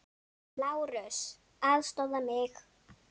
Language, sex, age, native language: Icelandic, female, 8, Icelandic